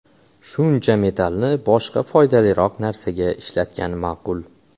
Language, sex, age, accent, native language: Uzbek, male, 18-24, Xorazm, Uzbek